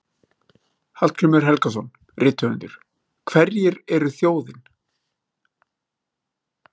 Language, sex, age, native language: Icelandic, male, 30-39, Icelandic